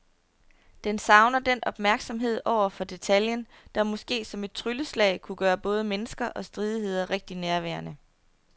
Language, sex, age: Danish, female, 30